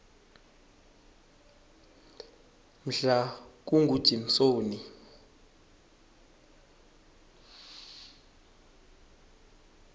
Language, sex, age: South Ndebele, male, 21